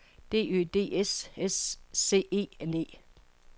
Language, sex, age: Danish, female, 55